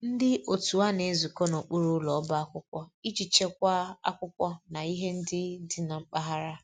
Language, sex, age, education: Igbo, female, 30-45, tertiary